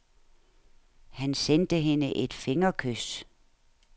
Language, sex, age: Danish, female, 69